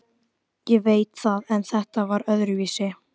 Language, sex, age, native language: Icelandic, female, 12, Icelandic